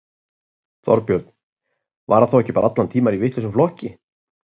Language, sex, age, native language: Icelandic, male, 30-39, Icelandic